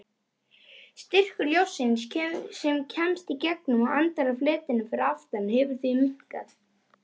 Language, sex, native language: Icelandic, male, Icelandic